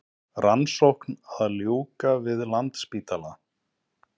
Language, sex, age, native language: Icelandic, male, 40-49, Icelandic